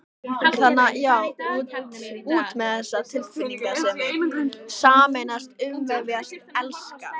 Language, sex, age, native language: Icelandic, female, 14, Icelandic